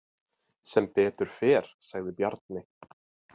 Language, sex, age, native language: Icelandic, male, 20-29, Icelandic